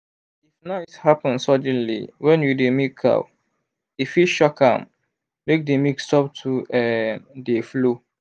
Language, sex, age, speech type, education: Nigerian Pidgin, male, 15-29, spontaneous, secondary